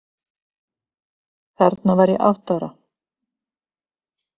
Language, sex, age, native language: Icelandic, female, 50-59, Icelandic